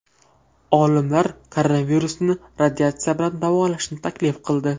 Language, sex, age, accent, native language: Uzbek, male, 12-17, Farg'ona, Uzbek